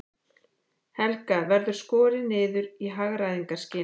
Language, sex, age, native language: Icelandic, female, 11, Icelandic